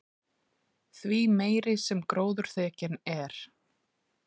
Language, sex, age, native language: Icelandic, female, 30-39, Icelandic